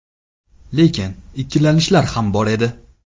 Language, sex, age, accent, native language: Uzbek, male, 18-24, Namangan, Uzbek